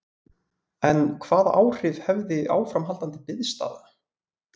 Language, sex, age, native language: Icelandic, male, 20-29, Icelandic